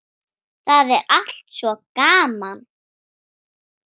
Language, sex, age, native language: Icelandic, female, 9, Icelandic